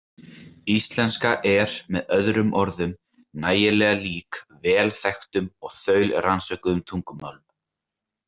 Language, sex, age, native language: Icelandic, male, 18-19, Icelandic